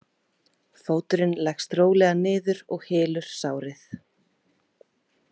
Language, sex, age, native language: Icelandic, female, 20-29, Icelandic